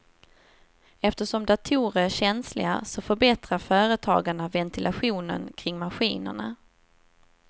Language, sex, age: Swedish, female, 27